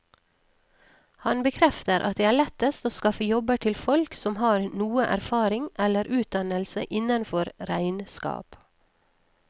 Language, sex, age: Norwegian, female, 39